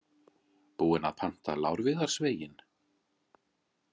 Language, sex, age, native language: Icelandic, male, 40-49, Icelandic